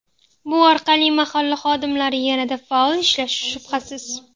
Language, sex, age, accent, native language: Uzbek, female, 18-24, Namangan, Uzbek